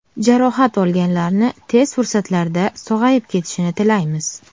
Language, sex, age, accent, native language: Uzbek, female, 19-29, Farg'ona, Uzbek